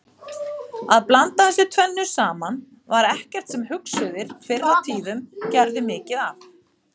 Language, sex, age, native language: Icelandic, female, 50-59, Icelandic